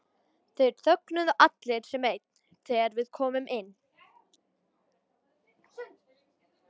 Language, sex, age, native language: Icelandic, female, 12, Icelandic